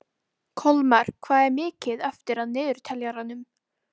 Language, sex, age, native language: Icelandic, female, 12, Icelandic